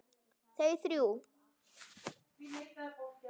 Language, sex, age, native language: Icelandic, male, 9, Icelandic